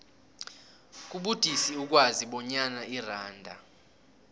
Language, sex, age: South Ndebele, male, 18